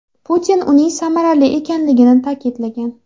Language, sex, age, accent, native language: Uzbek, female, 19-29, Jizzax, Uzbek